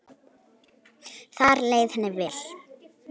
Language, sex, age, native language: Icelandic, female, 9, Icelandic